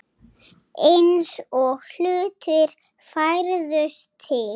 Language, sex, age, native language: Icelandic, female, 7, Icelandic